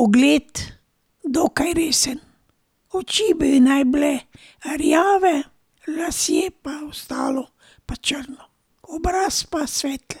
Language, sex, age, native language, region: Slovenian, female, 60+, Slovenian, Drava region